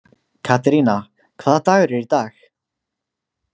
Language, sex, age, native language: Icelandic, male, 20-29, Icelandic